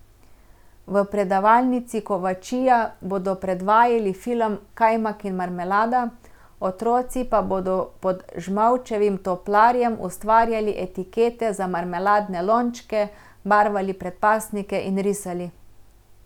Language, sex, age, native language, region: Slovenian, female, 30-49, Slovenian, Central Slovenia